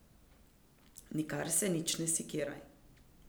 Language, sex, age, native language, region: Slovenian, female, 50-59, Slovenian, Central Slovenia